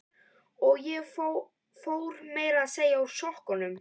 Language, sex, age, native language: Icelandic, female, 11, Icelandic